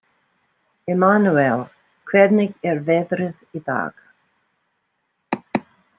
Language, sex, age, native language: Icelandic, female, 60-69, English